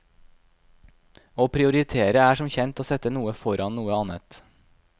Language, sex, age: Norwegian, male, 26